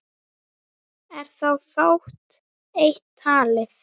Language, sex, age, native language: Icelandic, female, 9, Icelandic